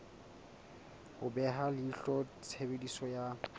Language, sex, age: Southern Sotho, male, 20